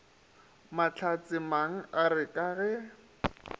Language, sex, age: Northern Sotho, male, 27